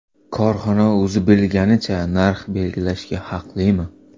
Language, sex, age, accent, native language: Uzbek, male, 18-24, Toshkent shahri, Uzbek